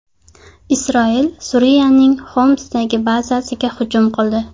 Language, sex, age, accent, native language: Uzbek, female, 25-34, Sirdaryo, Uzbek